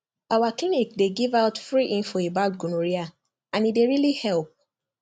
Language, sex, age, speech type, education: Nigerian Pidgin, female, 15-29, spontaneous, tertiary